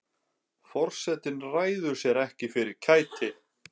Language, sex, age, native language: Icelandic, female, 11, Icelandic